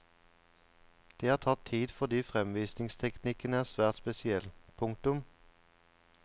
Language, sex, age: Norwegian, male, 34